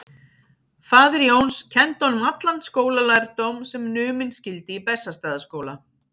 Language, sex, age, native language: Icelandic, female, 50-59, Icelandic